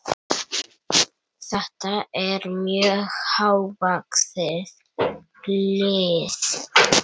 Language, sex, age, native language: Icelandic, male, 9, Icelandic